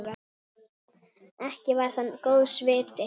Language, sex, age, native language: Icelandic, female, 8, Icelandic